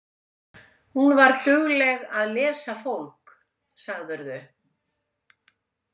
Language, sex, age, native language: Icelandic, female, 70-79, Icelandic